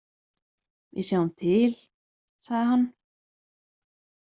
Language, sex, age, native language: Icelandic, female, 20-29, Icelandic